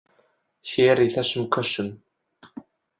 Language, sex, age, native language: Icelandic, male, 20-29, Icelandic